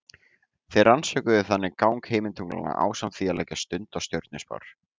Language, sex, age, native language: Icelandic, male, 18-19, Icelandic